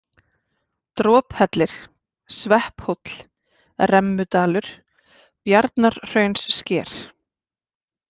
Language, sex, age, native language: Icelandic, female, 40-49, Icelandic